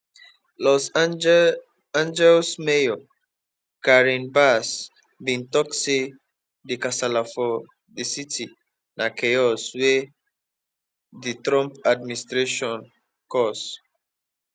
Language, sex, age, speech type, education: Nigerian Pidgin, male, 15-29, spontaneous, tertiary